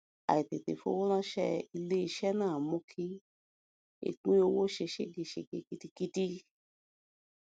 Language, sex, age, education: Yoruba, female, 46-60, tertiary